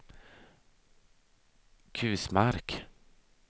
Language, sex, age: Swedish, male, 32